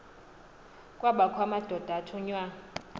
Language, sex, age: Xhosa, female, 20